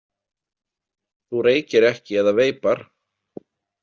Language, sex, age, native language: Icelandic, male, 40-49, Icelandic